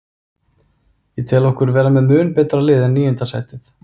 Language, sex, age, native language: Icelandic, male, 30-39, Icelandic